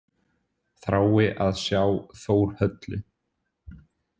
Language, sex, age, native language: Icelandic, male, 20-29, Icelandic